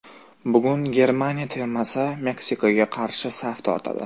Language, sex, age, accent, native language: Uzbek, male, 18-24, Toshkent shahri, Uzbek